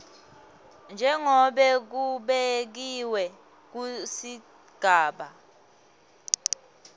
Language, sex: Swati, female